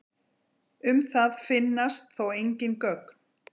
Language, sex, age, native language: Icelandic, female, 40-49, Icelandic